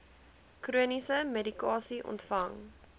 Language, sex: Afrikaans, female